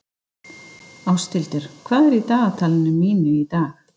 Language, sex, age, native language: Icelandic, female, 50-59, Icelandic